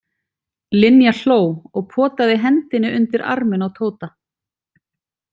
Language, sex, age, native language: Icelandic, female, 40-49, Icelandic